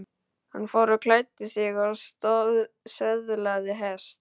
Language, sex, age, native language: Icelandic, male, 12, Icelandic